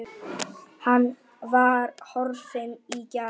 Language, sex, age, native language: Icelandic, male, 8, Icelandic